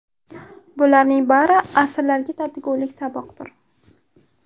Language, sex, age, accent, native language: Uzbek, female, 18-24, Toshkent shahri, Uzbek